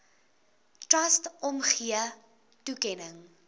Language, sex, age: Afrikaans, female, 22